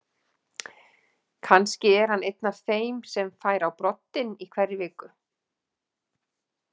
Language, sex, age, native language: Icelandic, female, 40-49, Icelandic